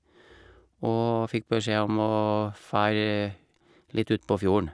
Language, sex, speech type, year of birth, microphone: Norwegian, male, spontaneous, 1956, Shure